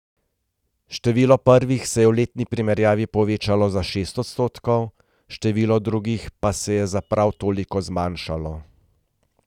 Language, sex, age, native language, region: Slovenian, male, 30-49, Slovenian, Gorenjska region